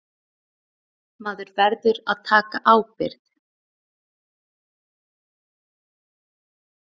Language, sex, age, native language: Icelandic, female, 30-39, Icelandic